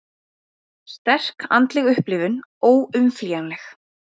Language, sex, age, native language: Icelandic, female, 20-29, Icelandic